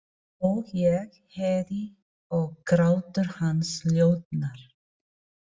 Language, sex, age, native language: Icelandic, female, 40-49, Filipino